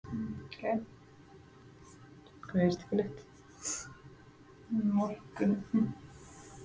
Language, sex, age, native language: Icelandic, female, 20-29, Icelandic